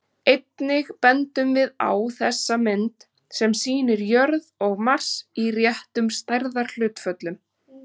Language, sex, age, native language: Icelandic, female, 30-39, Icelandic